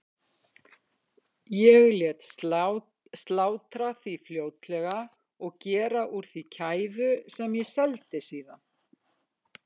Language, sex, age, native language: Icelandic, female, 50-59, Icelandic